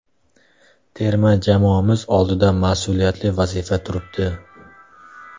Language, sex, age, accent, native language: Uzbek, male, 18-24, Samarqand, Uzbek